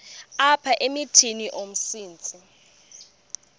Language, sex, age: Xhosa, female, 22